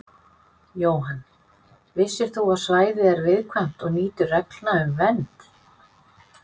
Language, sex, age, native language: Icelandic, female, 50-59, Icelandic